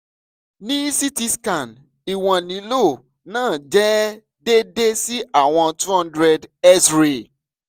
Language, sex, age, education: Yoruba, male, 15-29, secondary